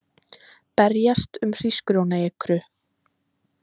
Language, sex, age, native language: Icelandic, female, 20-29, Icelandic